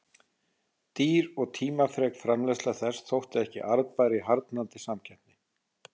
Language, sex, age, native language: Icelandic, male, 40-49, Icelandic